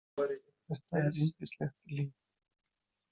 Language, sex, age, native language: Icelandic, male, 20-29, Icelandic